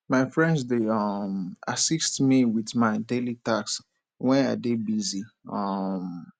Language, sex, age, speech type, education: Nigerian Pidgin, male, 15-29, spontaneous, tertiary